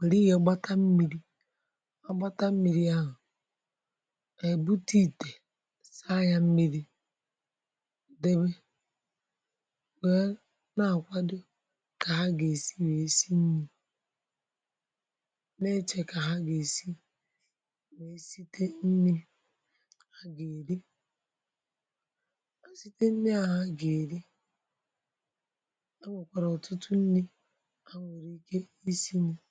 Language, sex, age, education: Igbo, female, 30-45, tertiary